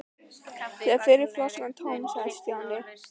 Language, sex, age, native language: Icelandic, female, 12, Icelandic